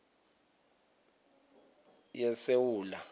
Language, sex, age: South Ndebele, male, 29